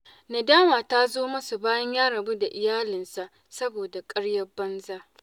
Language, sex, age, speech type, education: Hausa, female, 15-29, spontaneous, tertiary